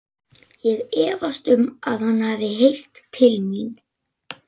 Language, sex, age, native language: Icelandic, male, 11, Icelandic